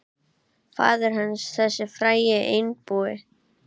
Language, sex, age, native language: Icelandic, male, 8, Icelandic